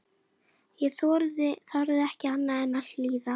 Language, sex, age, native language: Icelandic, female, 11, Icelandic